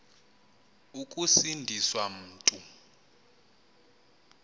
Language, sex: Xhosa, male